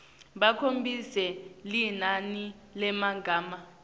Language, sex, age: Swati, female, 19